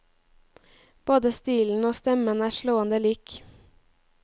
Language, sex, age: Norwegian, female, 18